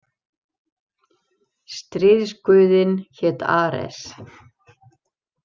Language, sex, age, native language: Icelandic, female, 70-79, Icelandic